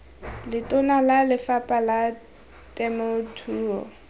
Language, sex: Tswana, female